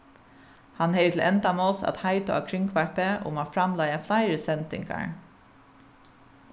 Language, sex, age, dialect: Faroese, female, 36-60, Suðuroy